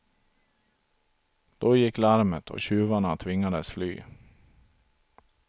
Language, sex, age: Swedish, male, 42